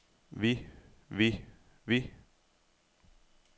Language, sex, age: Danish, male, 30